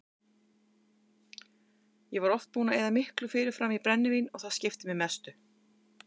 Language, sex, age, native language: Icelandic, female, 50-59, Icelandic